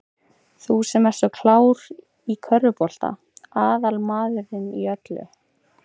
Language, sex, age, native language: Icelandic, female, 18-19, Icelandic